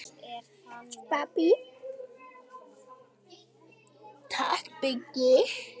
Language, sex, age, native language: Icelandic, other, 10, Icelandic